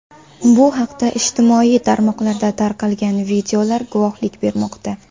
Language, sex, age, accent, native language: Uzbek, female, 18-24, Jizzax, Uzbek